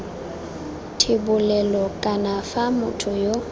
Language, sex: Tswana, female